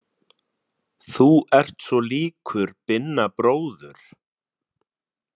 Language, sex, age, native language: Icelandic, male, 30-39, Icelandic